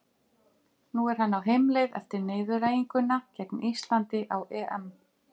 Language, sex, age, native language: Icelandic, female, 50-59, Icelandic